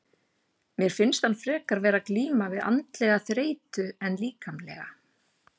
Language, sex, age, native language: Icelandic, female, 40-49, Icelandic